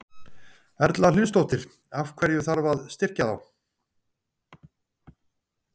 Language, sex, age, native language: Icelandic, male, 50-59, Icelandic